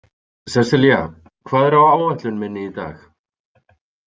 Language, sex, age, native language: Icelandic, male, 30-39, Icelandic